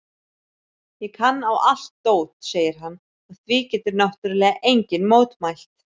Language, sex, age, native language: Icelandic, female, 30-39, Icelandic